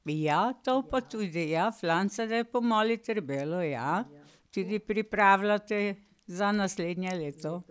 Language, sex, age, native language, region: Slovenian, female, 60+, Slovenian, Pomurje region